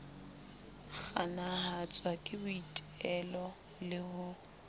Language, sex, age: Southern Sotho, female, 25